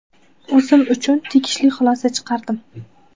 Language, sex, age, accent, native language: Uzbek, female, 18-24, Qashqadaryo, Uzbek